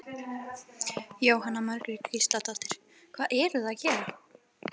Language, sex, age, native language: Icelandic, female, 11, Icelandic